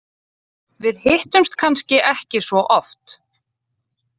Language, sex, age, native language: Icelandic, female, 30-39, Icelandic